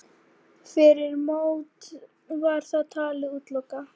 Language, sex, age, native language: Icelandic, female, 40-49, Icelandic